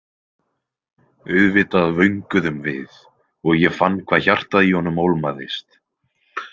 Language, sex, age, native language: Icelandic, male, 20-29, Icelandic